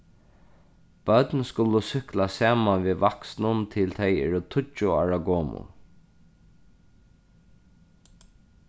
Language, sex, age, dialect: Faroese, male, 36-60, Norðurstreymoy/Eysturoy